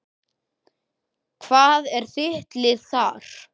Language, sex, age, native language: Icelandic, male, 10, Icelandic